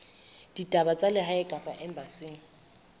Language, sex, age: Southern Sotho, female, 24